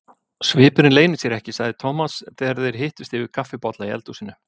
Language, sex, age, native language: Icelandic, male, 50-59, Icelandic